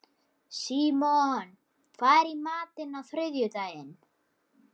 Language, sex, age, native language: Icelandic, male, 11, Icelandic